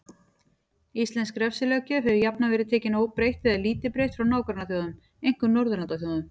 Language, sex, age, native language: Icelandic, female, 40-49, Icelandic